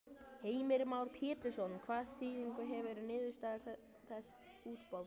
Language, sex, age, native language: Icelandic, male, 12, Icelandic